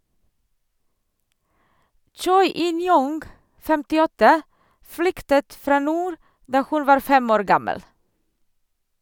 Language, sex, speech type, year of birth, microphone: Norwegian, female, read, 1978, Sennheiser